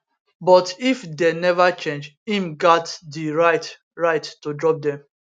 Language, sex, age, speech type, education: Nigerian Pidgin, male, 15-29, spontaneous, tertiary